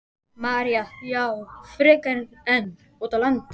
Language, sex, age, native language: Icelandic, male, 12, Icelandic